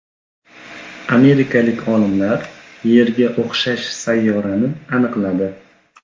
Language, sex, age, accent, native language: Uzbek, male, 25-34, Xorazm, Uzbek